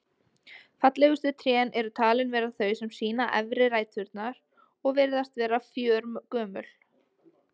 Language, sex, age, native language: Icelandic, female, 20-29, Icelandic